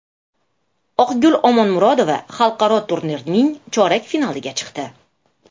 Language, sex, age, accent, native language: Uzbek, female, 35+, Toshkent shahri, Uzbek